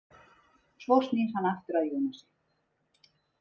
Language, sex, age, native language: Icelandic, female, 30-39, Icelandic